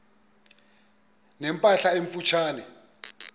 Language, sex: Xhosa, male